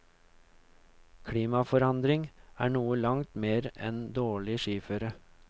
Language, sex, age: Norwegian, male, 39